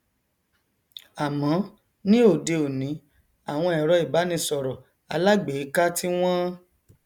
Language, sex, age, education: Yoruba, male, 30-45, tertiary